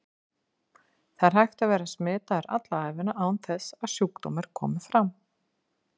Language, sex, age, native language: Icelandic, female, 50-59, Icelandic